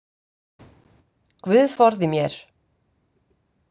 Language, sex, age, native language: Icelandic, female, 50-59, Icelandic